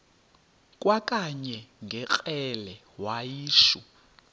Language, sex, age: Xhosa, male, 30